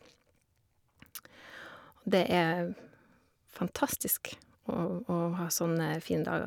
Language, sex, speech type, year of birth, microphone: Norwegian, female, spontaneous, 1978, Shure